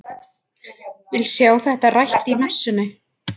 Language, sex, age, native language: Icelandic, female, 20-29, Icelandic